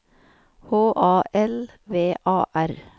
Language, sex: Norwegian, female